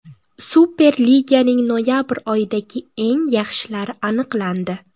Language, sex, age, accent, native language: Uzbek, female, 18-24, Buxoro, Uzbek